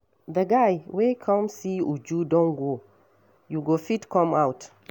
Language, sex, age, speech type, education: Nigerian Pidgin, female, 60+, read, tertiary